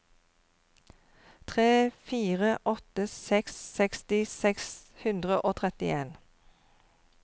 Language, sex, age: Norwegian, female, 52